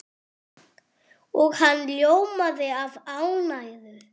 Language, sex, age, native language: Icelandic, male, 8, French